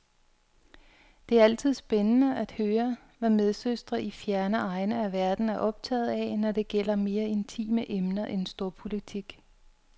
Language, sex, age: Danish, female, 42